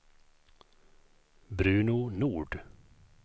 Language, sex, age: Swedish, male, 51